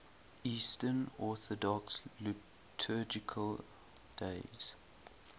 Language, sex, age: English, male, 18